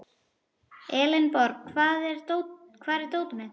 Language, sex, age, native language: Icelandic, female, 11, Icelandic